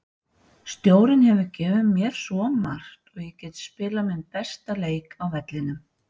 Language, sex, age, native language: Icelandic, female, 60-69, Icelandic